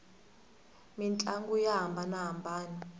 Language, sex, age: Tsonga, female, 18